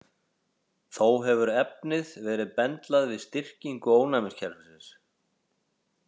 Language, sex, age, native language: Icelandic, male, 40-49, Icelandic